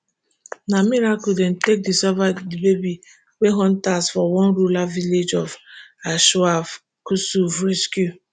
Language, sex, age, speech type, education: Nigerian Pidgin, female, 15-29, spontaneous, tertiary